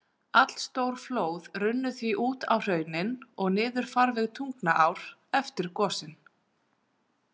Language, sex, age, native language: Icelandic, female, 40-49, Icelandic